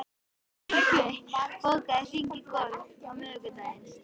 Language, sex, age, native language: Icelandic, female, 13, Icelandic